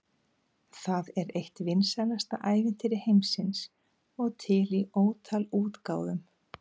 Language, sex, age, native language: Icelandic, female, 50-59, Icelandic